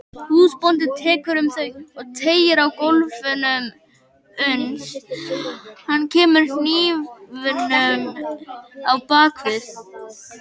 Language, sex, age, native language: Icelandic, male, 18-19, Icelandic